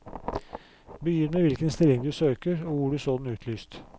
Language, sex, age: Norwegian, male, 44